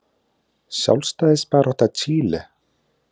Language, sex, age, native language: Icelandic, male, 20-29, Icelandic